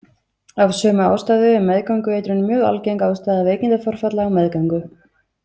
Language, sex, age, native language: Icelandic, female, 20-29, Icelandic